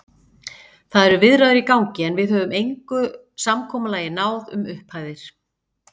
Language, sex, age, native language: Icelandic, female, 50-59, Icelandic